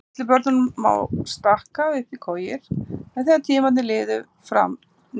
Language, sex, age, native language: Icelandic, female, 50-59, Icelandic